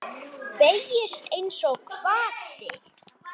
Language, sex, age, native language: Icelandic, male, 9, Icelandic